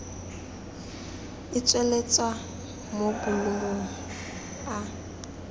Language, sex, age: Tswana, female, 20